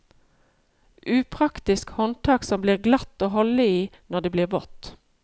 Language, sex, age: Norwegian, female, 53